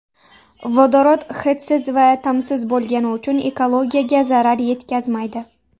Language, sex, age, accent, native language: Uzbek, female, 19-29, Namangan, Uzbek